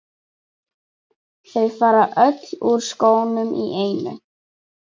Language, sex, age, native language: Icelandic, female, 11, Icelandic